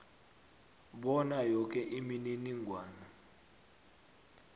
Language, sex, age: South Ndebele, male, 21